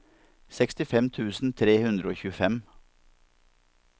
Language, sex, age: Norwegian, male, 47